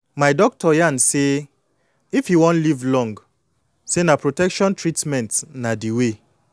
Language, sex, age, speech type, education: Nigerian Pidgin, male, 30-45, spontaneous, tertiary